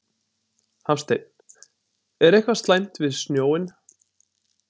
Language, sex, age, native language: Icelandic, male, 20-29, Icelandic